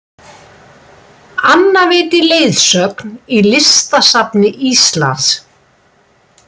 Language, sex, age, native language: Icelandic, female, 60-69, Icelandic